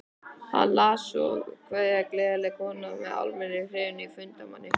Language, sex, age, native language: Icelandic, male, 11, Icelandic